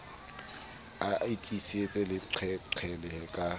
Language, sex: Southern Sotho, male